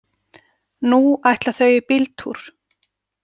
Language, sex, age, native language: Icelandic, female, 40-49, Icelandic